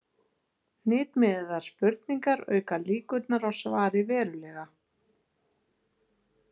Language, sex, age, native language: Icelandic, female, 40-49, Icelandic